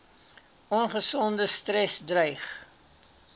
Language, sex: Afrikaans, male